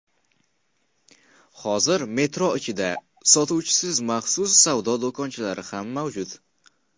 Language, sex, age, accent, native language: Uzbek, male, 19-29, Qashqadaryo, Uzbek